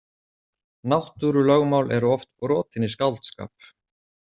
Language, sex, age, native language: Icelandic, male, 40-49, Icelandic